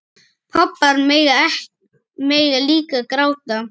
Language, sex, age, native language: Icelandic, male, 9, Icelandic